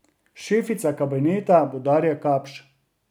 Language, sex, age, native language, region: Slovenian, male, 30-49, Slovenian, Drava region